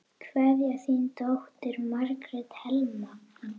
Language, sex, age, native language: Icelandic, female, 8, Icelandic